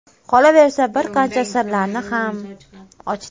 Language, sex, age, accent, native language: Uzbek, female, under 19, Toshkent viloyati, Uzbek